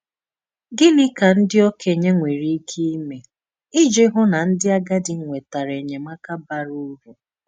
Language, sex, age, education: Igbo, female, 15-29, tertiary